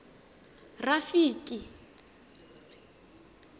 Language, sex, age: Tswana, female, 18